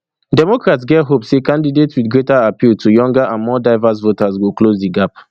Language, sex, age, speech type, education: Nigerian Pidgin, male, 30-45, spontaneous, tertiary